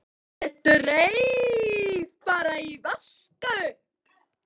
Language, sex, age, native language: Icelandic, female, 11, Icelandic